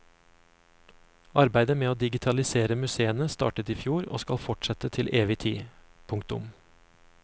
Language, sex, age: Norwegian, male, 35